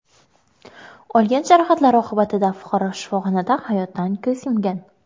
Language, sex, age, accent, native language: Uzbek, female, under 19, Qoraqalpog'iston, Karakalpak